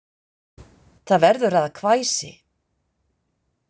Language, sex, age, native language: Icelandic, female, 50-59, Icelandic